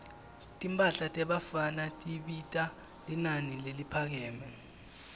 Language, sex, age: Swati, male, 18